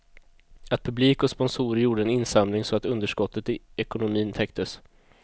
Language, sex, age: Swedish, male, 22